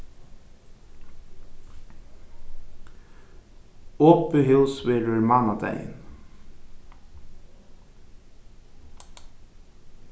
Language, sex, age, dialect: Faroese, male, 15-35, Norðuroyggjar